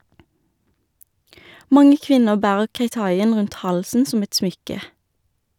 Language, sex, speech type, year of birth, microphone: Norwegian, female, read, 1991, Shure